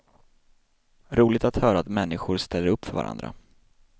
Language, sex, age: Swedish, male, 26